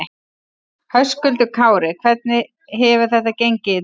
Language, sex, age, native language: Icelandic, male, 12, Icelandic